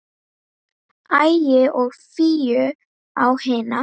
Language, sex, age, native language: Icelandic, female, 9, Icelandic